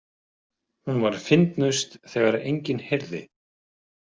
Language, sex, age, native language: Icelandic, male, 40-49, Icelandic